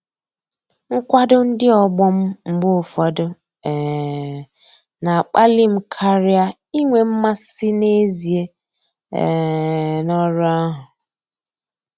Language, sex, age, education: Igbo, female, 30-45, tertiary